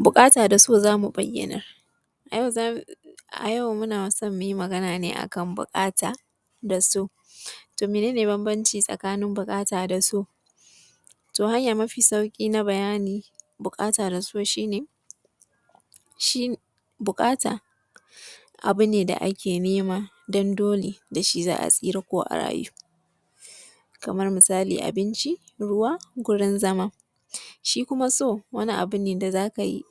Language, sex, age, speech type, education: Hausa, female, 15-29, spontaneous, tertiary